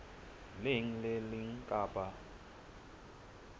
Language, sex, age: Southern Sotho, male, 24